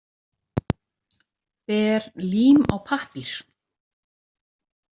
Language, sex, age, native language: Icelandic, female, 40-49, Icelandic